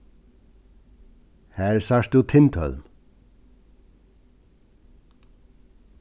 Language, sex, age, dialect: Faroese, male, 36-60, Suðurstreymoy